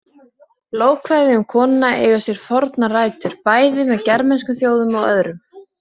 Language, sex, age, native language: Icelandic, female, 20-29, Icelandic